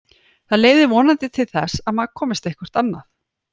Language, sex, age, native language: Icelandic, female, 40-49, Icelandic